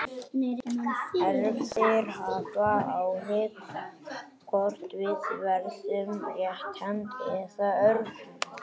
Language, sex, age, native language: Icelandic, female, 40-49, Icelandic